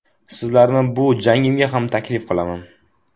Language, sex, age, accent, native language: Uzbek, male, under 19, Toshkent viloyati, Uzbek